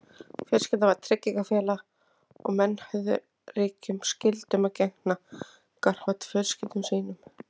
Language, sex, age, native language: Icelandic, female, 30-39, Icelandic